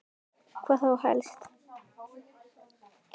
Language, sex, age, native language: Icelandic, male, 10, Icelandic